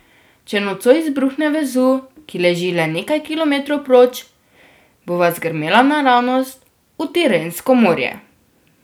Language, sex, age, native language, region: Slovenian, female, 12-17, Slovenian, Drava region